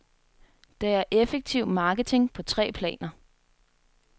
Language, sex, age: Danish, female, 21